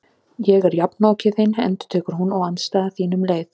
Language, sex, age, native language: Icelandic, female, 30-39, Icelandic